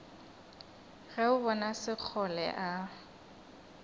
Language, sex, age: Northern Sotho, female, 22